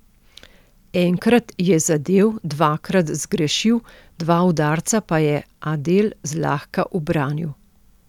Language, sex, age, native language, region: Slovenian, female, 50-59, Slovenian, Central Slovenia